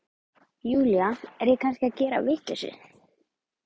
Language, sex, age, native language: Icelandic, male, 12, Icelandic